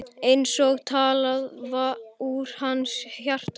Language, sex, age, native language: Icelandic, male, 11, Icelandic